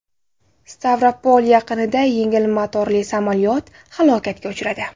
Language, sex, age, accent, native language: Uzbek, female, 18-24, Navoiy, Uzbek